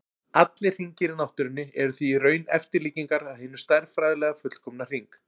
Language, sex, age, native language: Icelandic, male, 40-49, Icelandic